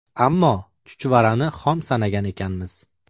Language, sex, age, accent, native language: Uzbek, male, 25-34, Farg'ona, Uzbek